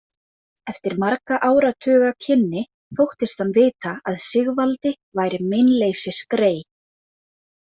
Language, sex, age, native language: Icelandic, female, 20-29, Icelandic